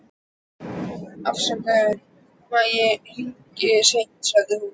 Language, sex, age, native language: Icelandic, male, 12, Icelandic